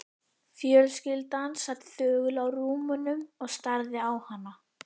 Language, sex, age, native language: Icelandic, female, 11, Icelandic